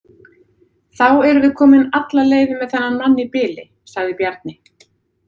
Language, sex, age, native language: Icelandic, female, 30-39, Icelandic